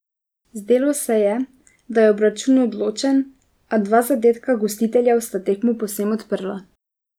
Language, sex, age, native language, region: Slovenian, female, 18-29, Slovenian, Drava region